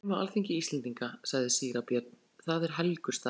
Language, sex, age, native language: Icelandic, female, 40-49, Icelandic